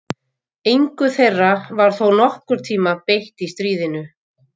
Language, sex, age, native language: Icelandic, female, 50-59, Icelandic